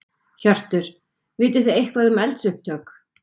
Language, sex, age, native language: Icelandic, female, 40-49, Icelandic